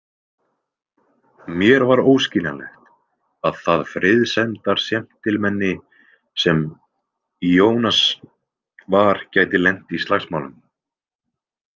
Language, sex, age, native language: Icelandic, male, 20-29, Icelandic